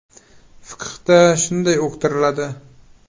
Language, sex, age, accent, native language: Uzbek, male, 18-24, Qashqadaryo, Uzbek